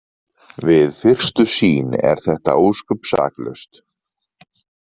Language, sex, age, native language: Icelandic, male, 40-49, Icelandic